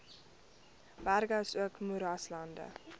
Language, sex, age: Afrikaans, female, 21